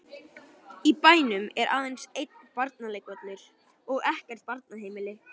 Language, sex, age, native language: Icelandic, female, 11, Icelandic